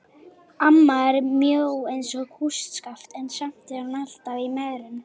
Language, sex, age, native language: Icelandic, female, 18-19, Icelandic